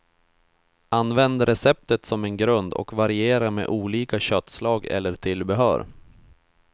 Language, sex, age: Swedish, male, 31